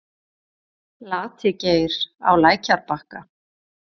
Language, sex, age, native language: Icelandic, female, 40-49, Icelandic